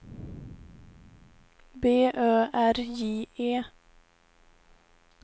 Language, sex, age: Swedish, female, 18